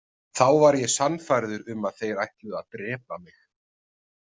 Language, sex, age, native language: Icelandic, male, 30-39, Icelandic